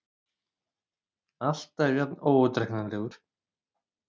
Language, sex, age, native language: Icelandic, male, 30-39, Icelandic